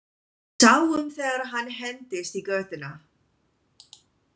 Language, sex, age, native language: Icelandic, female, 20-29, English